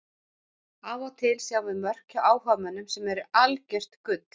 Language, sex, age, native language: Icelandic, male, 40-49, Icelandic